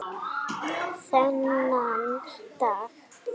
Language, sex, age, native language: Icelandic, female, 8, Icelandic